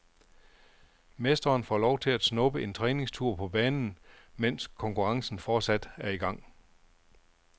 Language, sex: Danish, male